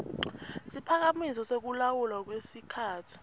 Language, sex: Swati, female